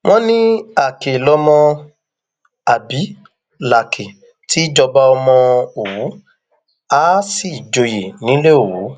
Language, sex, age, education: Yoruba, male, 15-29, tertiary